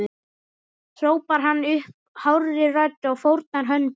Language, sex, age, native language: Icelandic, male, 11, Icelandic